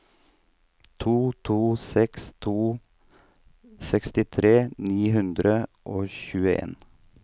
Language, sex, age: Norwegian, male, 39